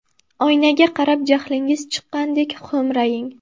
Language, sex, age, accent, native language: Uzbek, female, under 19, Buxoro, Uzbek